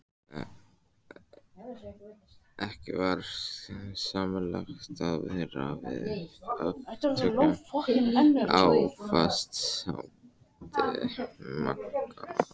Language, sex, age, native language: Icelandic, male, 14, Icelandic